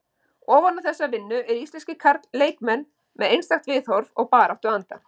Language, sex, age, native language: Icelandic, female, 50-59, Icelandic